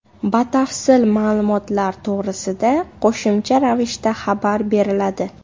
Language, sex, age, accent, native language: Uzbek, female, 18-24, Namangan, Uzbek